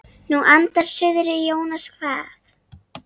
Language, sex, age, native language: Icelandic, female, 7, Icelandic